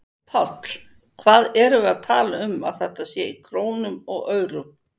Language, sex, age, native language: Icelandic, female, 50-59, Icelandic